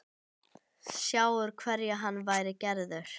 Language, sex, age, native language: Icelandic, female, 11, Icelandic